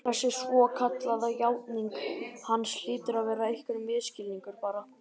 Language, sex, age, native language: Icelandic, male, 12, Icelandic